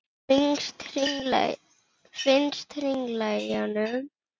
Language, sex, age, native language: Icelandic, female, 7, Icelandic